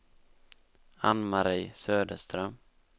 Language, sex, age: Swedish, male, 19